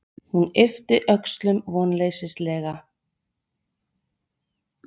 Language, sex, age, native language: Icelandic, female, 40-49, Icelandic